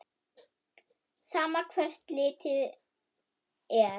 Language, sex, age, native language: Icelandic, female, 9, German